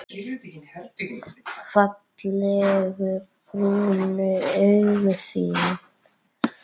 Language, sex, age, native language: Icelandic, female, 8, Icelandic